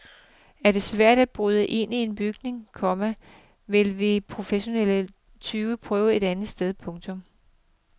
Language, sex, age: Danish, female, 42